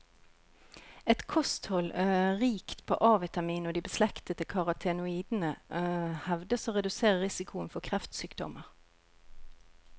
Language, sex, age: Norwegian, female, 41